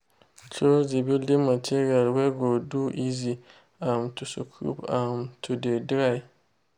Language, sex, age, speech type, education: Nigerian Pidgin, male, 15-29, spontaneous, tertiary